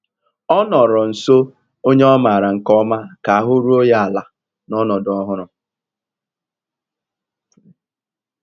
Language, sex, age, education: Igbo, male, 15-29, tertiary